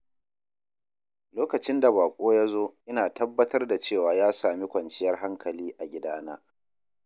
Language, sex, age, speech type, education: Hausa, male, 30-45, read, tertiary